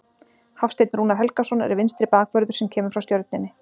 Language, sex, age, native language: Icelandic, female, 40-49, Icelandic